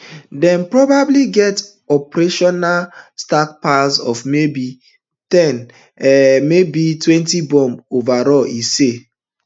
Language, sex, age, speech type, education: Nigerian Pidgin, male, 30-45, spontaneous, tertiary